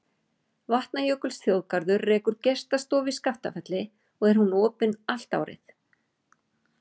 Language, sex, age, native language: Icelandic, female, 40-49, Icelandic